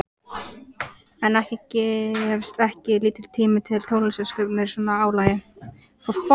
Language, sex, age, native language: Icelandic, female, 14, Icelandic